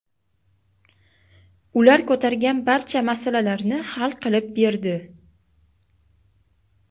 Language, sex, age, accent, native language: Uzbek, female, under 19, Toshkent viloyati, Uzbek